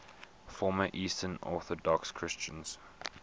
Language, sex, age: English, male, 21